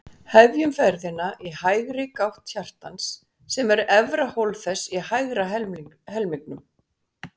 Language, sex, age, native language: Icelandic, female, 60-69, Icelandic